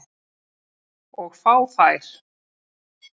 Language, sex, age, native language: Icelandic, female, 40-49, Icelandic